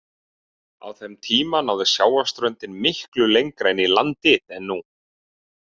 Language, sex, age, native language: Icelandic, male, 30-39, Icelandic